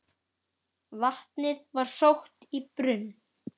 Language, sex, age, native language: Icelandic, male, 10, Icelandic